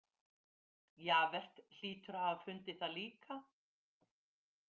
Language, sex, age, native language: Icelandic, female, 50-59, Icelandic